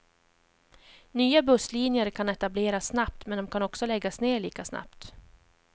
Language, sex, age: Swedish, female, 31